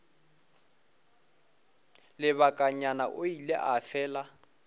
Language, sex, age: Northern Sotho, male, 24